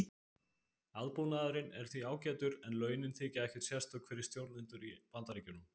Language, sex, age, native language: Icelandic, male, 20-29, Icelandic